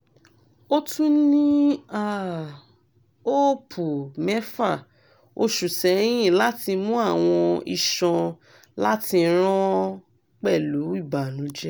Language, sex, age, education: Yoruba, female, 30-45, tertiary